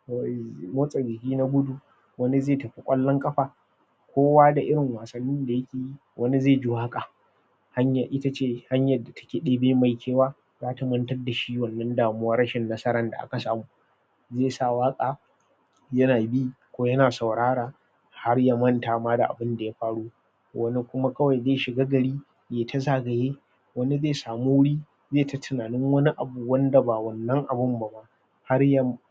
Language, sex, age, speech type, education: Hausa, male, 30-45, spontaneous, tertiary